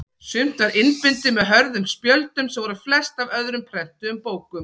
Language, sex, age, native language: Icelandic, female, 40-49, Icelandic